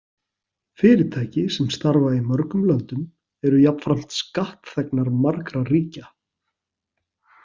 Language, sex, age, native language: Icelandic, male, 40-49, Icelandic